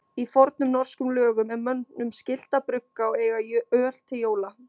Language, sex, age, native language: Icelandic, female, 20-29, Icelandic